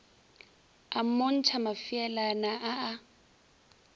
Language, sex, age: Northern Sotho, female, 20